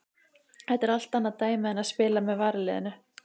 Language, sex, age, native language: Icelandic, female, 30-39, Icelandic